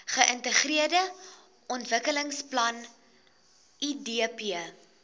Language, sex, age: Afrikaans, female, 22